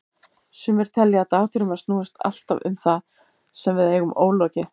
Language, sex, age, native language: Icelandic, female, 50-59, Icelandic